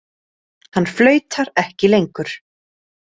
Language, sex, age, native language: Icelandic, female, 30-39, Icelandic